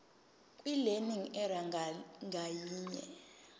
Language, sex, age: Zulu, female, 22